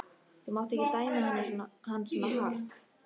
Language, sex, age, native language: Icelandic, female, 13, Icelandic